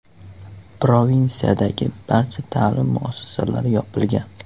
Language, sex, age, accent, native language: Uzbek, male, 18-24, Andijon, Uzbek